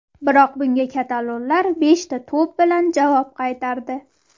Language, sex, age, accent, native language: Uzbek, female, 18-24, Farg'ona, Uzbek